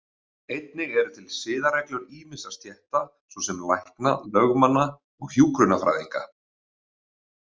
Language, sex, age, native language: Icelandic, male, 40-49, Icelandic